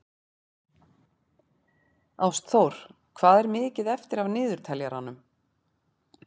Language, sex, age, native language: Icelandic, female, 40-49, Icelandic